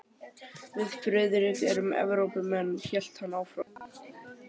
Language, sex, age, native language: Icelandic, male, 12, Icelandic